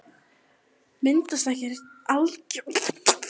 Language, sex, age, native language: Icelandic, female, 11, Icelandic